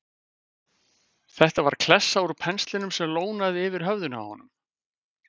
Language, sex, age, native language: Icelandic, male, 50-59, Icelandic